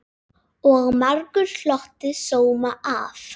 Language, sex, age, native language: Icelandic, female, 10, Icelandic